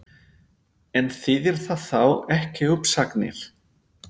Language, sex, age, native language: Icelandic, male, 50-59, Spanish